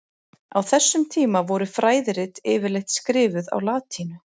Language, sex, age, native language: Icelandic, female, 40-49, Icelandic